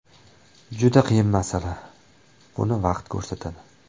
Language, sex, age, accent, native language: Uzbek, male, 25-34, Toshkent viloyati, Uzbek